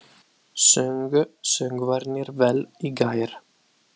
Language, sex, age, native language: Icelandic, male, 30-39, Italian